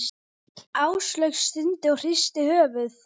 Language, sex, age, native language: Icelandic, female, 18-19, Icelandic